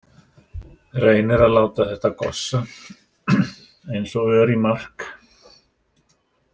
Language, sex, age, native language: Icelandic, male, 60-69, Icelandic